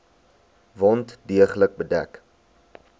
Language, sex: Afrikaans, male